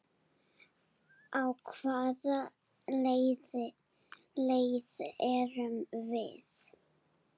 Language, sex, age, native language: Icelandic, female, 8, Serbo-Croatian